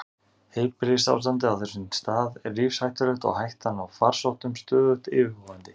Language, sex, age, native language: Icelandic, male, 30-39, Icelandic